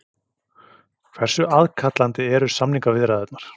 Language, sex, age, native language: Icelandic, male, 40-49, Icelandic